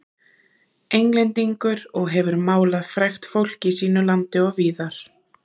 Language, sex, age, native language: Icelandic, female, 30-39, Icelandic